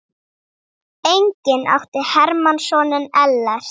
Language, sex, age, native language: Icelandic, female, 7, Icelandic